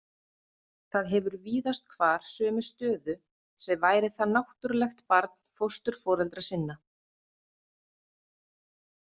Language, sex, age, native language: Icelandic, female, 30-39, Icelandic